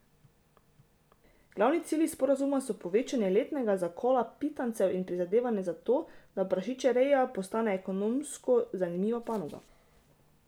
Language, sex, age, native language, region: Slovenian, female, 18-29, Slovenian, Drava region